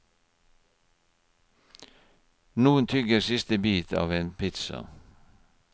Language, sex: Norwegian, male